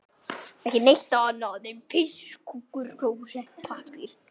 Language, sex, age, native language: Icelandic, male, 9, Icelandic